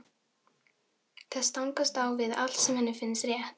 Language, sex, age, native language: Icelandic, female, 13, Filipino